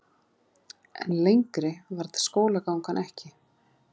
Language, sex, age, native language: Icelandic, female, 30-39, Icelandic